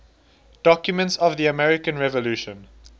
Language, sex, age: English, male, 19